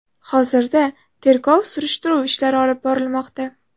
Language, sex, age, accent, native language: Uzbek, female, 18-24, Toshkent shahri, Uzbek